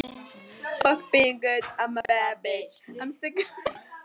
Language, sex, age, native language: Icelandic, female, 13, Icelandic